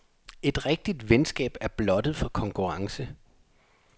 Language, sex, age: Danish, male, 27